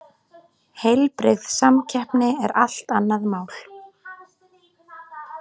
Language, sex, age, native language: Icelandic, female, 20-29, Icelandic